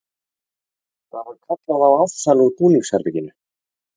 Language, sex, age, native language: Icelandic, male, 30-39, Icelandic